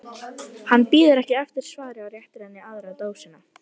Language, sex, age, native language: Icelandic, female, 11, Icelandic